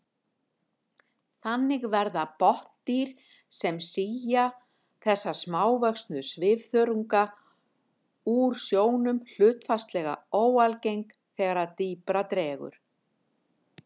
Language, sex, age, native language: Icelandic, female, 50-59, Icelandic